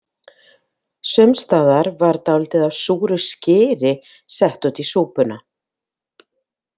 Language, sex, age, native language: Icelandic, female, 50-59, Icelandic